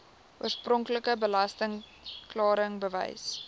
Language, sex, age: Afrikaans, female, 18